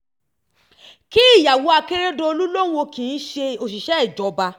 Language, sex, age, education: Yoruba, female, 15-29, tertiary